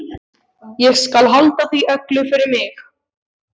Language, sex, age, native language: Icelandic, male, 12, Icelandic